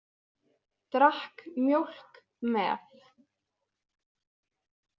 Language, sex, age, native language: Icelandic, female, 20-29, Icelandic